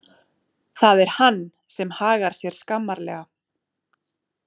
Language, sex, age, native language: Icelandic, female, 30-39, Icelandic